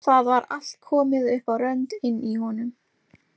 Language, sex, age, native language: Icelandic, female, 18-19, Icelandic